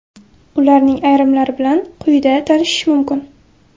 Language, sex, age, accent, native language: Uzbek, female, 18-24, Buxoro, Uzbek